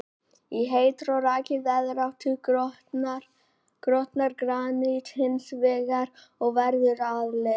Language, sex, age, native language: Icelandic, male, 18-19, Icelandic